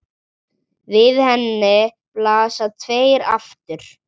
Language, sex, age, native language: Icelandic, male, 7, Icelandic